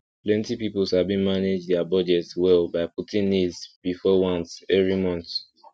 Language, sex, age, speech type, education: Nigerian Pidgin, male, 15-29, spontaneous, tertiary